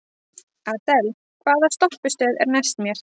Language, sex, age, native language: Icelandic, female, 30-39, Icelandic